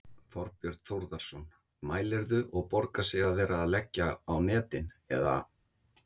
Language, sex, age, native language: Icelandic, male, 50-59, Icelandic